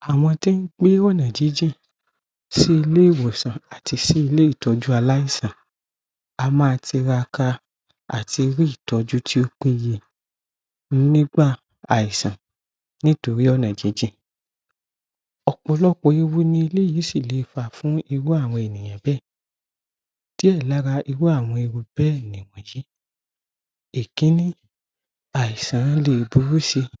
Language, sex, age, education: Yoruba, male, 15-29, tertiary